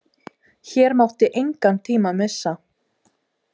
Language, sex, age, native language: Icelandic, female, 18-19, Icelandic